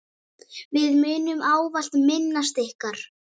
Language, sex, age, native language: Icelandic, female, 7, Icelandic